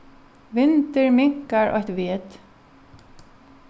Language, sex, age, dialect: Faroese, female, 36-60, Norðuroyggjar